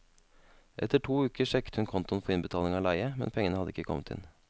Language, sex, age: Norwegian, male, 32